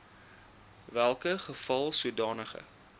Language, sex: Afrikaans, male